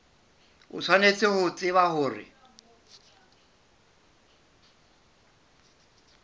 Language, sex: Southern Sotho, male